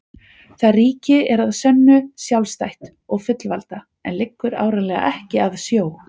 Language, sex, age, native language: Icelandic, female, 40-49, Icelandic